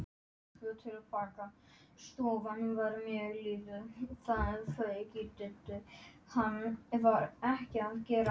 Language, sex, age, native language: Icelandic, male, 11, Polish